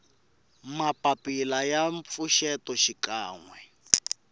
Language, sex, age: Tsonga, male, 18